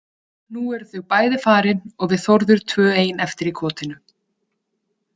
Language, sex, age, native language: Icelandic, female, 30-39, Icelandic